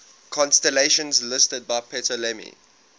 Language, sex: English, male